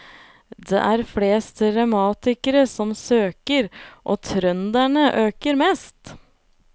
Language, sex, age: Norwegian, female, 25